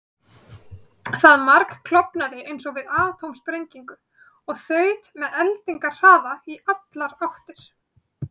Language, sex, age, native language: Icelandic, female, 30-39, Icelandic